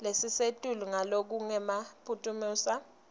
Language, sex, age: Swati, female, 19